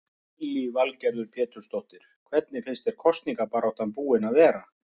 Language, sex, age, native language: Icelandic, male, 50-59, Icelandic